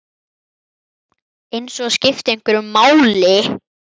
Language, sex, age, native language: Icelandic, male, 11, Icelandic